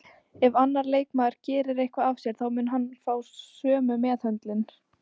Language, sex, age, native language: Icelandic, female, 18-19, Icelandic